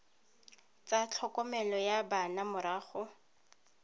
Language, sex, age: Tswana, female, 31